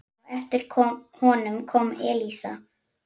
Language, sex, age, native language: Icelandic, female, 9, Icelandic